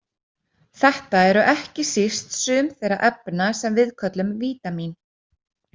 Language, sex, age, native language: Icelandic, female, 30-39, Icelandic